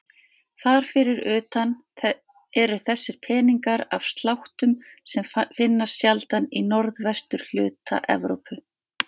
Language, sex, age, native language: Icelandic, female, 50-59, Icelandic